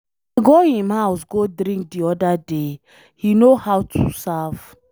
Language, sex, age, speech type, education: Nigerian Pidgin, female, 15-29, read, secondary